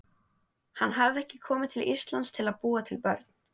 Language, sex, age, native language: Icelandic, female, 18-19, Icelandic